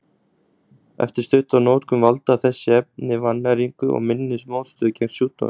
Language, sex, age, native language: Icelandic, male, 20-29, Icelandic